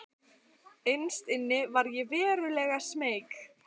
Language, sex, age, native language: Icelandic, female, 14, Icelandic